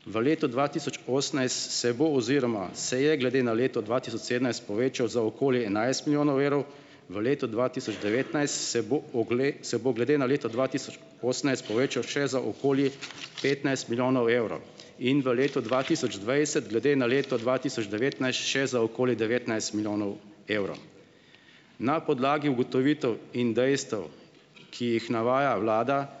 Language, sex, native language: Slovenian, male, Slovenian